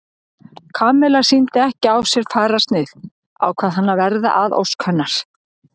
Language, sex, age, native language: Icelandic, male, 40-49, Icelandic